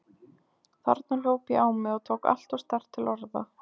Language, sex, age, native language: Icelandic, female, 20-29, Icelandic